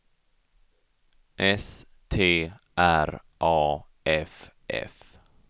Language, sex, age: Swedish, male, 34